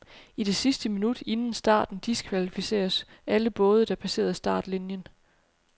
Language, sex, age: Danish, female, 30